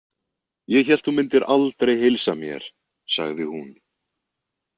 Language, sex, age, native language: Icelandic, male, 20-29, Icelandic